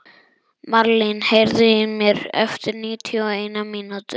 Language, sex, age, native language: Icelandic, male, 11, Icelandic